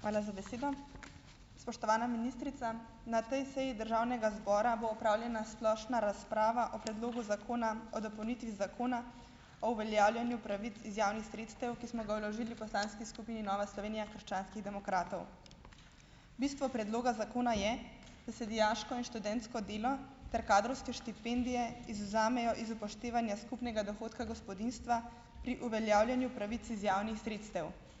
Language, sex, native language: Slovenian, female, Slovenian